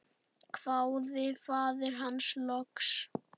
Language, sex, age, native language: Icelandic, male, 7, Icelandic